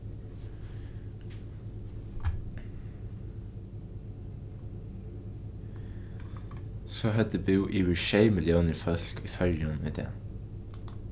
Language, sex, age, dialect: Faroese, male, 15-35, Norðuroyggjar